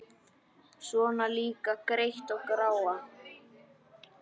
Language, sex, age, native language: Icelandic, male, 10, Icelandic